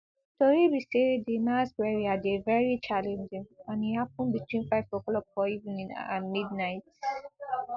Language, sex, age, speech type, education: Nigerian Pidgin, female, 15-29, spontaneous, tertiary